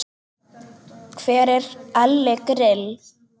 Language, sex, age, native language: Icelandic, male, 10, Icelandic